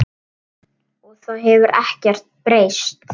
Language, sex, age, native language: Icelandic, male, 9, Icelandic